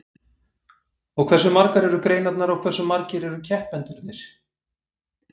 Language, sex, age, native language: Icelandic, male, 40-49, Icelandic